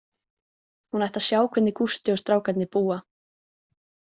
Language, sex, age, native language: Icelandic, female, 20-29, Icelandic